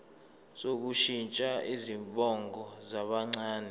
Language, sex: Zulu, male